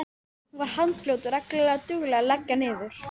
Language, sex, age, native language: Icelandic, female, 12, Icelandic